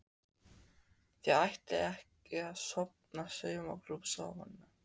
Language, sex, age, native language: Icelandic, male, 14, Icelandic